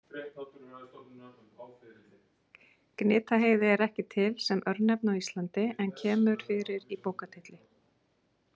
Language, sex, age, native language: Icelandic, female, 40-49, Icelandic